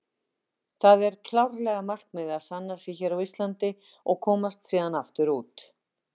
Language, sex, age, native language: Icelandic, female, 50-59, Icelandic